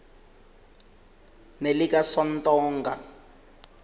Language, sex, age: South Ndebele, male, 21